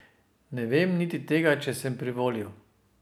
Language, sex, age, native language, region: Slovenian, male, 50-59, Slovenian, Drava region